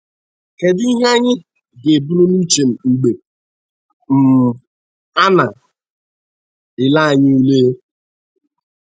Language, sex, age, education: Igbo, male, 15-29, tertiary